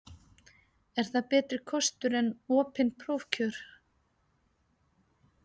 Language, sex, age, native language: Icelandic, female, 50-59, Icelandic